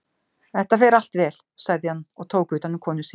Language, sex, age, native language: Icelandic, female, 50-59, Icelandic